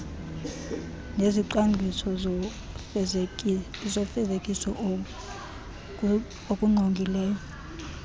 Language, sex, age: Xhosa, female, 32